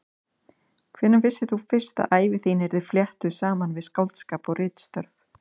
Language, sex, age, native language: Icelandic, female, 30-39, Icelandic